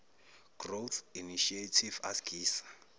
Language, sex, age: Zulu, male, 19